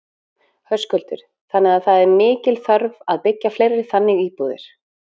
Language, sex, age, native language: Icelandic, female, 40-49, Icelandic